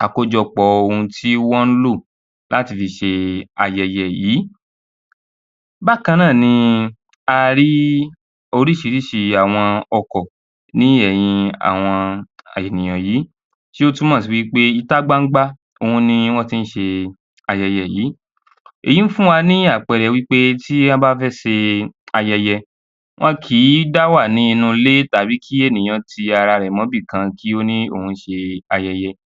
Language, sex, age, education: Yoruba, male, 15-29, tertiary